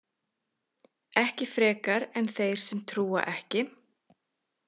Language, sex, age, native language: Icelandic, female, 30-39, Icelandic